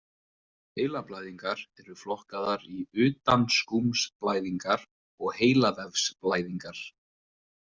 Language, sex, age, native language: Icelandic, male, 20-29, Icelandic